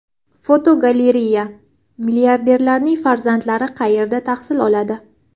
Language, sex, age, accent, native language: Uzbek, female, 18-24, Qashqadaryo, Uzbek